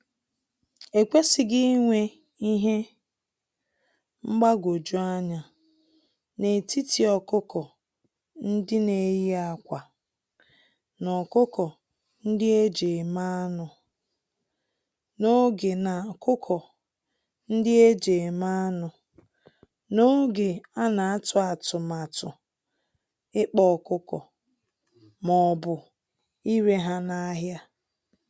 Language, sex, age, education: Igbo, female, 30-45, tertiary